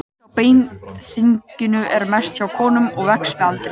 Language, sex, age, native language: Icelandic, male, 18-19, Icelandic